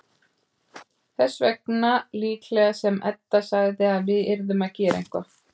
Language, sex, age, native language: Icelandic, female, 30-39, Icelandic